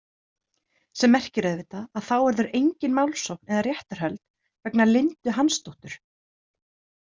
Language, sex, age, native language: Icelandic, female, 30-39, Icelandic